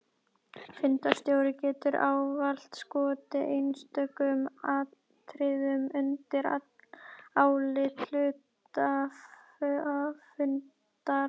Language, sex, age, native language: Icelandic, female, 11, Icelandic